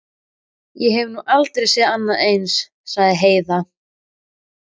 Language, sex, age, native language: Icelandic, female, 13, Icelandic